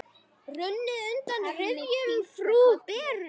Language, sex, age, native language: Icelandic, male, 9, Icelandic